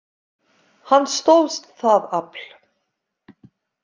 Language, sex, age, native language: Icelandic, female, 50-59, Icelandic